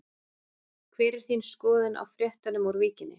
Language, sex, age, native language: Icelandic, female, 40-49, Icelandic